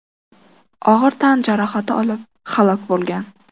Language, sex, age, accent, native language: Uzbek, female, 12-17, Qashqadaryo, Uzbek